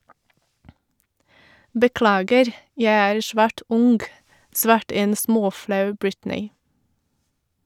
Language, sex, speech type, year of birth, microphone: Norwegian, female, read, 1984, Shure